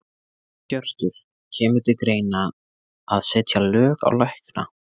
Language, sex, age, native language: Icelandic, male, 20-29, Icelandic